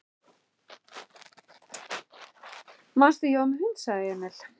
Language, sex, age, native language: Icelandic, male, 11, Icelandic